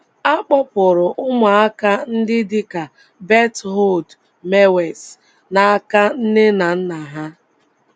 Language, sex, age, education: Igbo, female, 15-29, tertiary